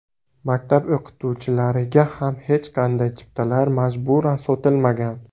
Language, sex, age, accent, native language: Uzbek, male, 18-24, Buxoro, Uzbek